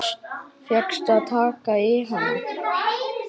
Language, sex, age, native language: Icelandic, male, 8, Icelandic